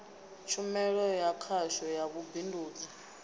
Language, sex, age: Venda, female, 22